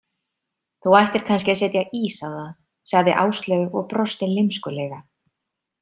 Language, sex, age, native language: Icelandic, female, 30-39, Icelandic